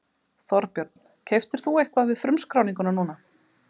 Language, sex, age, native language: Icelandic, female, 30-39, Icelandic